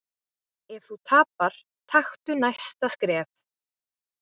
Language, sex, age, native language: Icelandic, female, 20-29, Icelandic